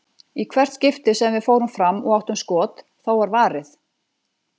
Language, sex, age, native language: Icelandic, female, 40-49, Icelandic